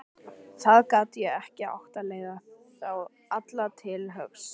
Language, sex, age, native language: Icelandic, male, 13, Icelandic